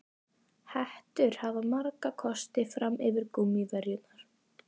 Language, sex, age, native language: Icelandic, female, 12, Icelandic